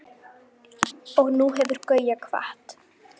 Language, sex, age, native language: Icelandic, female, 9, Icelandic